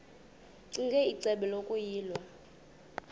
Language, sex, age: Xhosa, female, 26